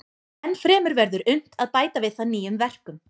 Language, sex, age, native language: Icelandic, female, 20-29, Icelandic